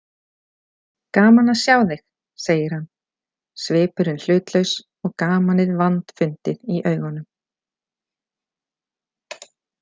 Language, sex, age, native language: Icelandic, female, 40-49, Icelandic